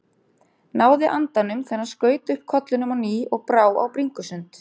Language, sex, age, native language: Icelandic, female, 30-39, Icelandic